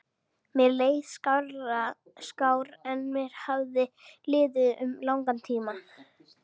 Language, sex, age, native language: Icelandic, female, 12, Icelandic